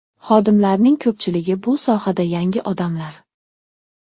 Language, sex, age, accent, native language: Uzbek, male, 12-17, Namangan, Uzbek